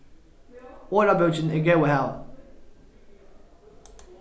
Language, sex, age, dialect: Faroese, male, 15-35, Norðurstreymoy/Eysturoy